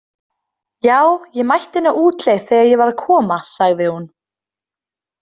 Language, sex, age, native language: Icelandic, female, 20-29, Icelandic